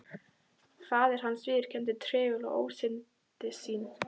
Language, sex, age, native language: Icelandic, female, 12, Icelandic